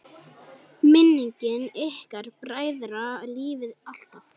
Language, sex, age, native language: Icelandic, male, 10, Icelandic